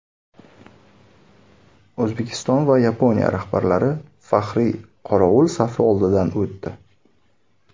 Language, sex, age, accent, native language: Uzbek, male, 19-29, Samarqand, Uzbek